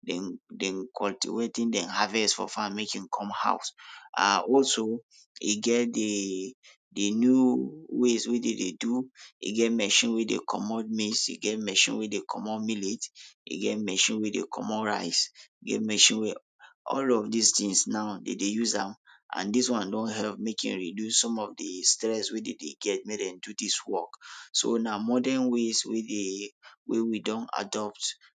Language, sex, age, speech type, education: Nigerian Pidgin, male, 30-45, spontaneous, tertiary